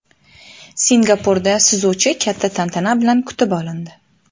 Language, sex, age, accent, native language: Uzbek, female, 19-29, Farg'ona, Uzbek